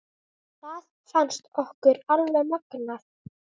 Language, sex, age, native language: Icelandic, male, 9, Icelandic